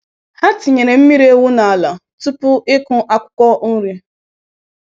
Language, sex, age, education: Igbo, female, 15-29, tertiary